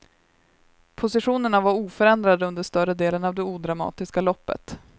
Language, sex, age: Swedish, female, 23